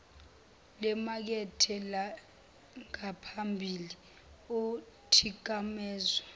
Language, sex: Zulu, female